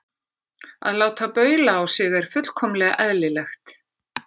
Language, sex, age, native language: Icelandic, female, 50-59, Icelandic